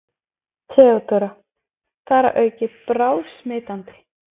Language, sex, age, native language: Icelandic, female, 20-29, Icelandic